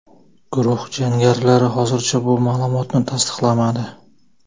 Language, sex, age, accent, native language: Uzbek, male, 25-34, Jizzax, Uzbek